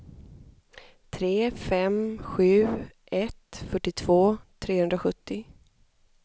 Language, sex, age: Swedish, male, 25